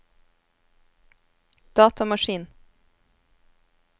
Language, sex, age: Norwegian, female, 27